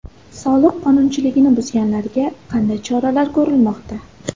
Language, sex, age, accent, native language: Uzbek, female, 18-24, Samarqand, Uzbek